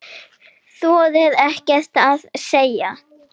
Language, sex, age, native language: Icelandic, female, 7, Icelandic